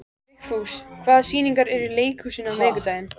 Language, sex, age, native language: Icelandic, female, 14, Icelandic